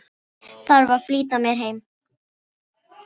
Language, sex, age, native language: Icelandic, female, 8, Filipino